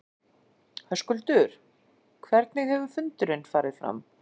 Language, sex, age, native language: Icelandic, female, 40-49, Icelandic